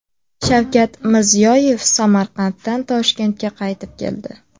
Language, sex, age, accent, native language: Uzbek, female, 18-24, Samarqand, Uzbek